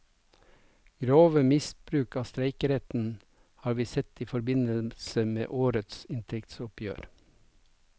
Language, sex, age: Norwegian, male, 57